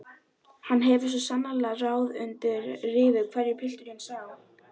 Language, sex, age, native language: Icelandic, female, 12, Icelandic